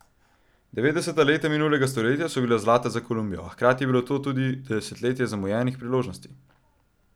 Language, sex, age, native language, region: Slovenian, male, 12-17, Slovenian, Central Slovenia